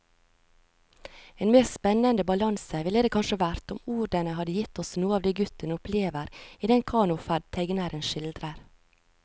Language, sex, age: Norwegian, female, 36